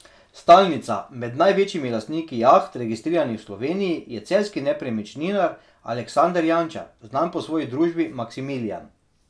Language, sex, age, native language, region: Slovenian, male, 30-49, Slovenian, Drava region